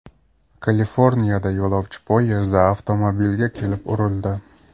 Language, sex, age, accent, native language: Uzbek, male, 25-34, Namangan, Uzbek